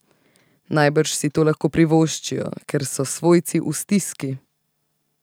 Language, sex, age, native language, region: Slovenian, female, 18-29, Slovenian, Central Slovenia